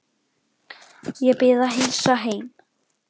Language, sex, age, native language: Icelandic, male, 8, Icelandic